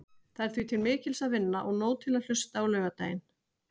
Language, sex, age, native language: Icelandic, female, 40-49, Icelandic